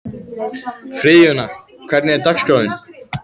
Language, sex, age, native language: Icelandic, male, 14, Icelandic